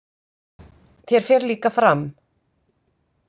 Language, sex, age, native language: Icelandic, female, 50-59, Icelandic